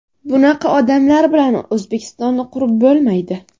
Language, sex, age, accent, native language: Uzbek, female, 18-24, Surxondaryo, Uzbek